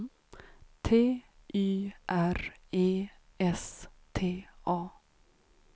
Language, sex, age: Swedish, female, 36